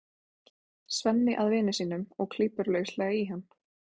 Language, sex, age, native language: Icelandic, female, 20-29, Icelandic